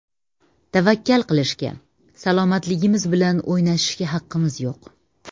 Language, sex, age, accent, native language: Uzbek, female, 30-39, Samarqand, Uzbek